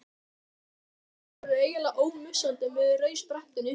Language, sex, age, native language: Icelandic, male, 12, Icelandic